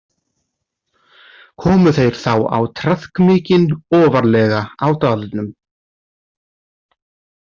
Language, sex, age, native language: Icelandic, male, 30-39, Icelandic